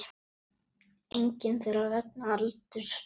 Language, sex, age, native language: Icelandic, male, 9, Icelandic